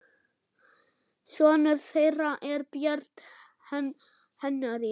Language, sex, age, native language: Icelandic, female, 8, German